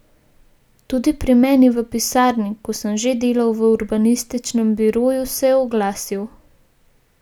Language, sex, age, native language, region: Slovenian, female, 18-29, Slovenian, Gorenjska region